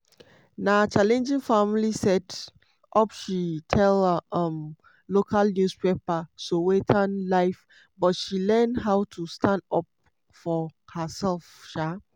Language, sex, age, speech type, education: Nigerian Pidgin, female, 30-45, spontaneous, tertiary